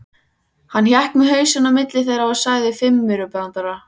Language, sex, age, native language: Icelandic, female, 14, Icelandic